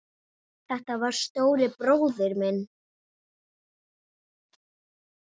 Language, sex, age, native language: Icelandic, female, 8, Icelandic